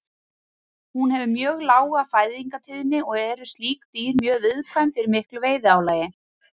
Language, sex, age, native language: Icelandic, female, 30-39, Icelandic